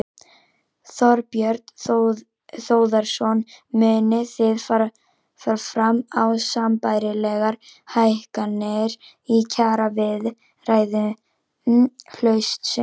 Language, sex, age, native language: Icelandic, female, 18-19, Icelandic